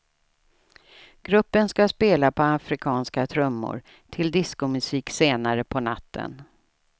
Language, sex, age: Swedish, female, 67